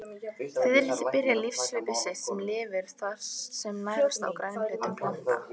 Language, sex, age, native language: Icelandic, female, 18-19, Icelandic